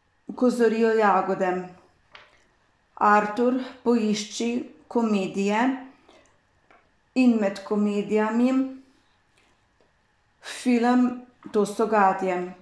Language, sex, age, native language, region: Slovenian, female, 50-59, Slovenian, Savinja region